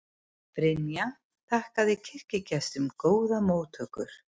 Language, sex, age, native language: Icelandic, female, 50-59, Icelandic